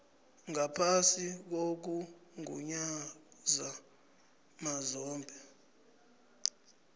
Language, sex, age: South Ndebele, male, 29